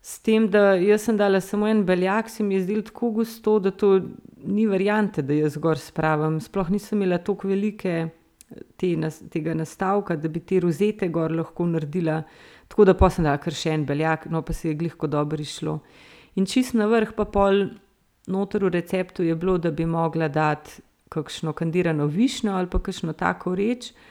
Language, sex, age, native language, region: Slovenian, female, 30-49, Slovenian, Central Slovenia